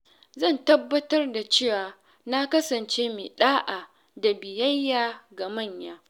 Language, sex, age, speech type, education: Hausa, female, 15-29, spontaneous, tertiary